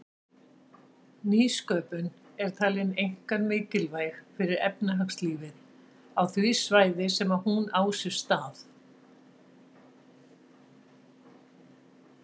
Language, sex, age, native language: Icelandic, female, 60-69, Icelandic